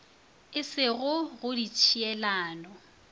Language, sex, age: Northern Sotho, female, 24